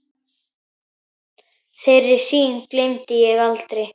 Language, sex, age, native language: Icelandic, male, 10, Icelandic